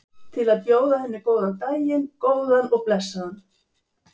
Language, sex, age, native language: Icelandic, female, 70-79, Icelandic